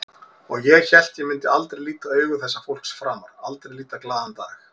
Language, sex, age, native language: Icelandic, male, 40-49, Icelandic